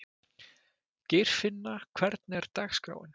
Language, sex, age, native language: Icelandic, male, 20-29, Icelandic